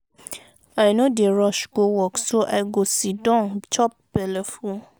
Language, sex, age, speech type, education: Nigerian Pidgin, female, 30-45, spontaneous, tertiary